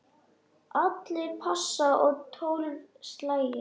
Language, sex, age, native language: Icelandic, other, 10, Icelandic